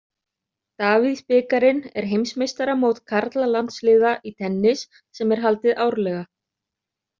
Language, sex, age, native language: Icelandic, other, 30-39, Icelandic